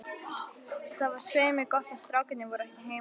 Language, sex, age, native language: Icelandic, female, 11, Icelandic